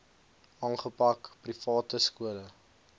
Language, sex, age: Afrikaans, male, 20